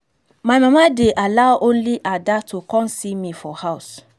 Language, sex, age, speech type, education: Nigerian Pidgin, female, 15-29, spontaneous, tertiary